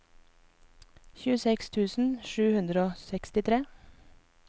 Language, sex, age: Norwegian, female, 24